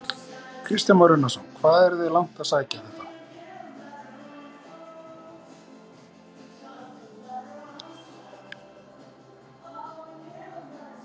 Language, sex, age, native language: Icelandic, male, 40-49, Icelandic